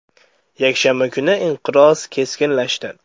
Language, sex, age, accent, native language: Uzbek, male, under 19, Andijon, Uzbek